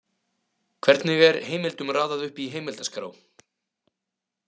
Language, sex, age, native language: Icelandic, male, 30-39, Icelandic